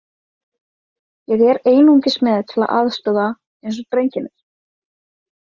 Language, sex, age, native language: Icelandic, female, 18-19, Icelandic